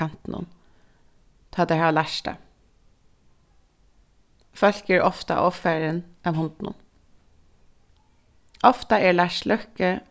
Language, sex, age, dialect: Faroese, female, 15-35, Suðurstreymoy